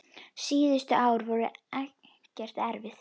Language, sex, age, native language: Icelandic, female, 10, Icelandic